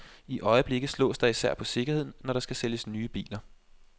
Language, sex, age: Danish, male, 25